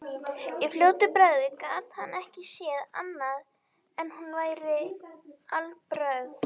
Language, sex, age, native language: Icelandic, female, 18-19, Icelandic